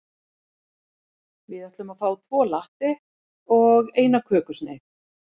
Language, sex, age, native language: Icelandic, female, 40-49, Icelandic